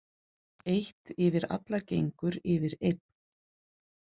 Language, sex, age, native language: Icelandic, female, 40-49, Icelandic